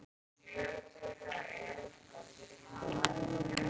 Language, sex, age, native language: Icelandic, female, 40-49, Icelandic